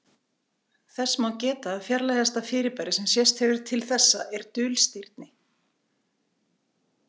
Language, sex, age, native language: Icelandic, female, 40-49, Icelandic